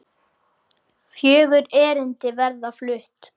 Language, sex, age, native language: Icelandic, male, 8, Icelandic